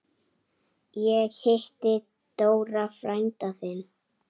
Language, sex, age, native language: Icelandic, female, 8, Icelandic